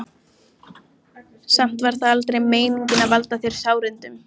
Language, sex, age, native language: Icelandic, male, 14, Icelandic